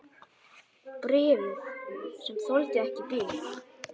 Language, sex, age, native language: Icelandic, male, 10, Icelandic